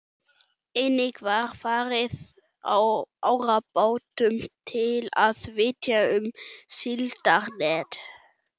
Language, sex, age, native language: Icelandic, male, 11, German